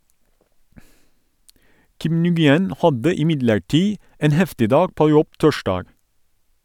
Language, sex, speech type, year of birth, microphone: Norwegian, male, read, 1982, Sennheiser